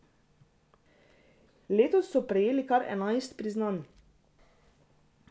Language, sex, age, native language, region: Slovenian, female, 18-29, Slovenian, Drava region